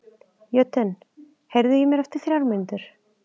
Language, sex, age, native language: Icelandic, female, 30-39, Icelandic